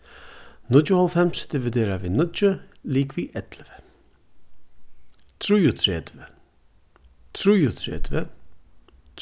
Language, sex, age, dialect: Faroese, male, 36-60, Suðurstreymoy